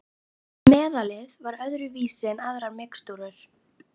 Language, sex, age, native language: Icelandic, female, 11, Icelandic